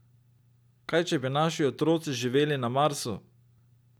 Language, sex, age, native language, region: Slovenian, male, 30-49, Slovenian, Drava region